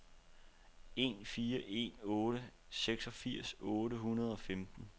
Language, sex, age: Danish, male, 29